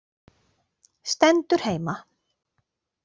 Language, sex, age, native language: Icelandic, female, 40-49, Icelandic